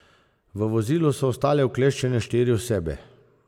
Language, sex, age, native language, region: Slovenian, male, 50-59, Slovenian, Zasavska region